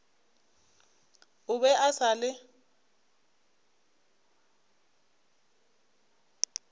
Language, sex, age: Northern Sotho, female, 25